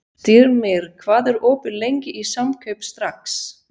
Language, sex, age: Icelandic, female, 40-49